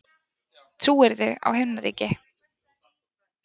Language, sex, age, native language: Icelandic, female, 20-29, Icelandic